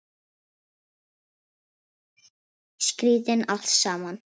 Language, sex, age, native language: Icelandic, female, 6, Icelandic